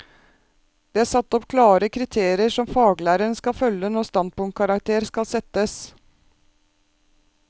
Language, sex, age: Norwegian, female, 36